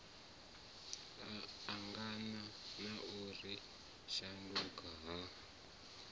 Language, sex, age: Venda, male, 34